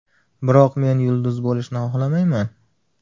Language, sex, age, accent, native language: Uzbek, male, 19-29, Farg'ona, Uzbek